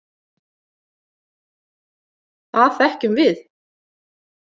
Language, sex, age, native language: Icelandic, female, 40-49, Icelandic